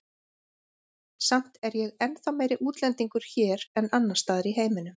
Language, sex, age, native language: Icelandic, female, 40-49, Icelandic